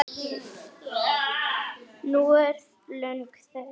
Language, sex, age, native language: Icelandic, female, 9, Icelandic